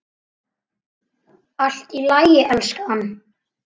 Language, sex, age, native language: Icelandic, male, 9, Icelandic